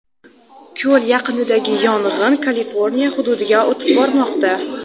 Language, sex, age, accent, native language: Uzbek, female, under 19, Xorazm, Uzbek